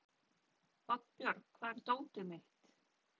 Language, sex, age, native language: Icelandic, female, 30-39, Polish